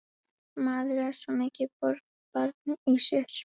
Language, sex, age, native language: Icelandic, female, 11, Icelandic